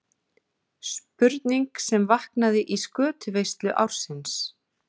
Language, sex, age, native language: Icelandic, female, 40-49, Icelandic